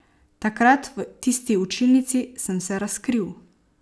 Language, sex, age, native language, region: Slovenian, female, 18-29, Slovenian, Savinja region